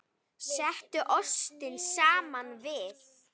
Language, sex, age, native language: Icelandic, female, 8, Icelandic